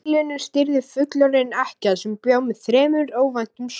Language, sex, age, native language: Icelandic, male, 11, Icelandic